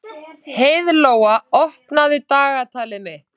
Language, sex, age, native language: Icelandic, female, 30-39, Icelandic